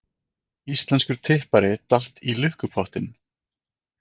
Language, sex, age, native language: Icelandic, male, 20-29, Icelandic